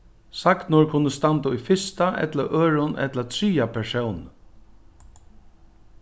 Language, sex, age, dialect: Faroese, male, 61+, Norðuroyggjar